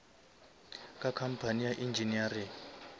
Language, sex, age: Northern Sotho, male, 23